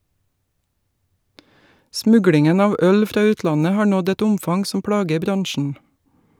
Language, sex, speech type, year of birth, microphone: Norwegian, female, read, 1961, Shure